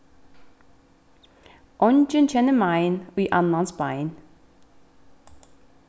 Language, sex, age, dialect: Faroese, female, 15-35, Vágar